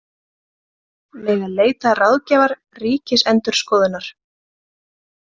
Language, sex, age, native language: Icelandic, female, 20-29, Icelandic